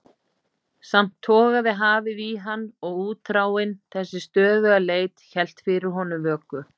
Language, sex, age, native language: Icelandic, female, 50-59, Icelandic